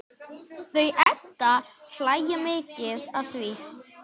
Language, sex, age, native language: Icelandic, male, 11, Icelandic